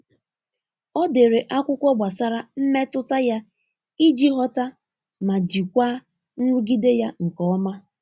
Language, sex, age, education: Igbo, female, 15-29, tertiary